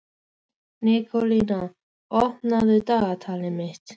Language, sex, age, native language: Icelandic, female, 13, Icelandic